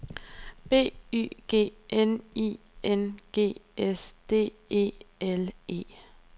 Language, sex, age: Danish, female, 23